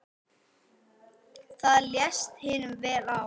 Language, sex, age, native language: Icelandic, male, 8, Icelandic